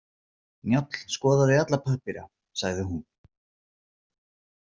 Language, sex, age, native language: Icelandic, male, 40-49, Icelandic